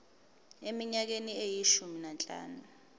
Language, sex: Zulu, female